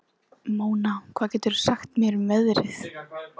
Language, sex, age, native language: Icelandic, female, 14, Icelandic